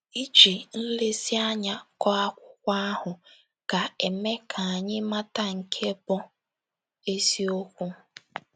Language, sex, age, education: Igbo, female, 15-29, tertiary